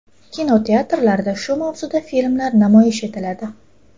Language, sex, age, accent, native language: Uzbek, female, 18-24, Toshkent shahri, Uzbek